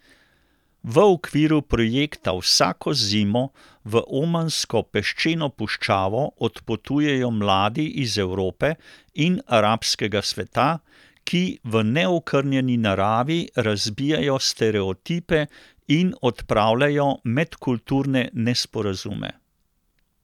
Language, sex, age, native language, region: Slovenian, male, 60+, Slovenian, Central Slovenia